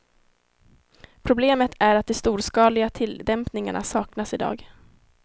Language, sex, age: Swedish, female, 19